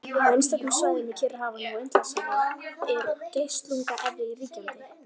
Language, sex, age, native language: Icelandic, female, 11, Icelandic